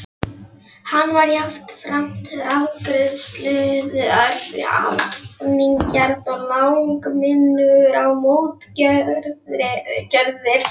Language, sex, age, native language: Icelandic, female, 11, Polish